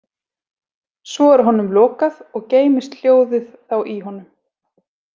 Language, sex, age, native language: Icelandic, female, 40-49, Icelandic